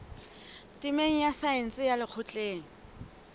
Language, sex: Southern Sotho, female